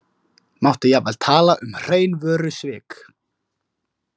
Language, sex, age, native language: Icelandic, male, 18-19, Icelandic